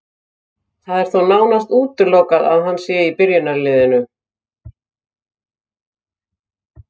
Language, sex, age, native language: Icelandic, female, 50-59, Icelandic